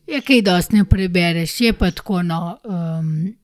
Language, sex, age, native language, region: Slovenian, female, 30-49, Slovenian, Gorenjska region